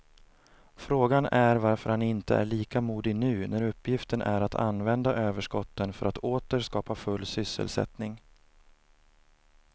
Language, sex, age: Swedish, male, 30